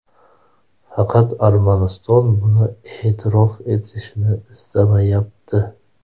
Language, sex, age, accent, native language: Uzbek, male, 30-39, Toshkent shahri, Uzbek